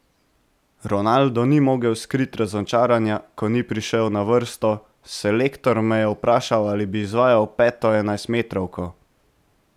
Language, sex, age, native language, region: Slovenian, male, 18-29, Slovenian, Central Slovenia